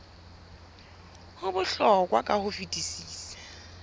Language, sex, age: Southern Sotho, female, 22